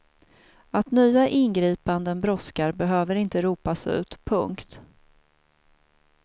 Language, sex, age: Swedish, female, 42